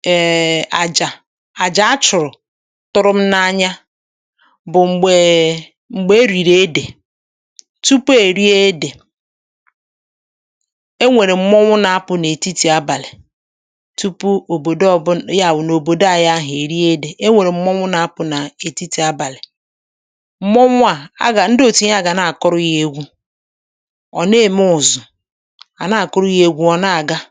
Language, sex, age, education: Igbo, female, 30-45, tertiary